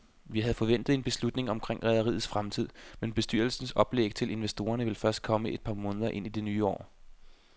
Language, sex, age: Danish, male, 25